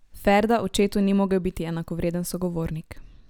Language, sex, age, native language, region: Slovenian, male, 18-29, Slovenian, Drava region